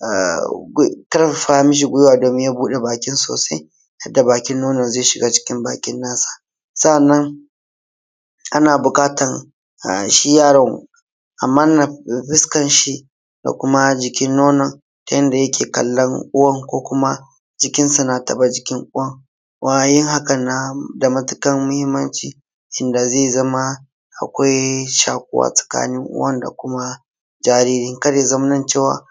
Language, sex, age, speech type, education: Hausa, male, 15-29, spontaneous, tertiary